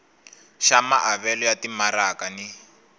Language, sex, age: Tsonga, male, 21